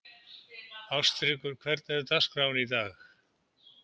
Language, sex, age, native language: Icelandic, male, 70-79, Icelandic